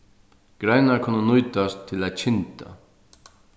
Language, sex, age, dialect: Faroese, male, 36-60, Sandoy